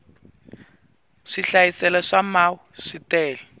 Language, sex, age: Tsonga, male, 20